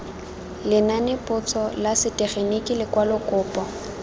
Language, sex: Tswana, female